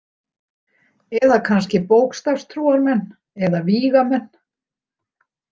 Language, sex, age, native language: Icelandic, female, 60-69, Icelandic